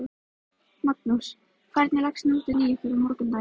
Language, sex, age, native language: Icelandic, female, 13, Icelandic